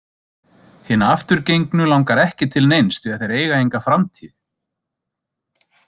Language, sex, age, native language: Icelandic, male, 30-39, Icelandic